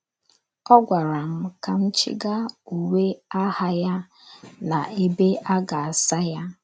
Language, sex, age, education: Igbo, female, 15-29, tertiary